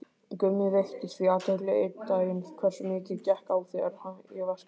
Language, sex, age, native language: Icelandic, male, 18-19, Icelandic